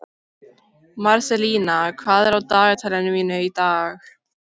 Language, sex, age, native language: Icelandic, female, 13, Icelandic